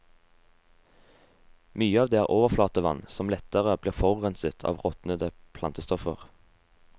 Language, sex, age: Norwegian, male, 18